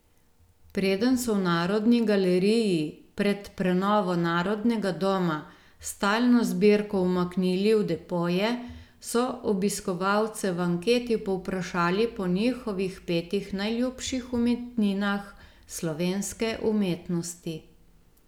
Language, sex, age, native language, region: Slovenian, female, 50-59, Slovenian, Gorenjska region